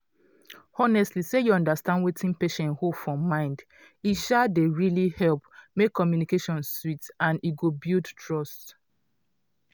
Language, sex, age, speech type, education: Nigerian Pidgin, female, 30-45, spontaneous, tertiary